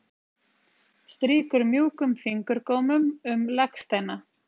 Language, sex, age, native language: Icelandic, female, 30-39, Icelandic